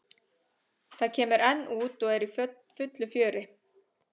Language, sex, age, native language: Icelandic, female, 30-39, Icelandic